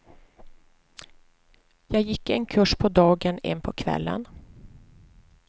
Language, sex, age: Swedish, female, 43